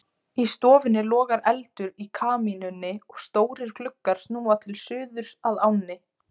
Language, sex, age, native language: Icelandic, female, 20-29, Icelandic